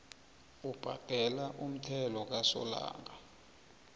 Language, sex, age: South Ndebele, male, 24